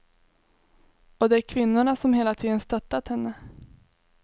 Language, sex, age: Swedish, female, 21